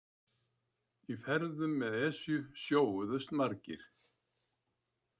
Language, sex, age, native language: Icelandic, male, 70-79, Icelandic